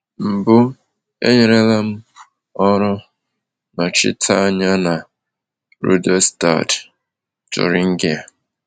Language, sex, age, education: Igbo, male, 30-45, tertiary